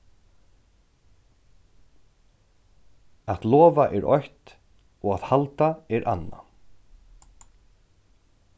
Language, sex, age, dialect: Faroese, male, 36-60, Norðurstreymoy/Eysturoy